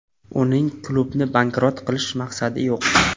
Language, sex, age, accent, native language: Uzbek, male, 25-34, Qashqadaryo, Uzbek